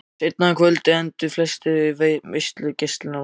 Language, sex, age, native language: Icelandic, male, 14, Icelandic